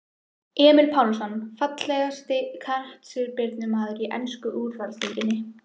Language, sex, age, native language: Icelandic, female, 14, Icelandic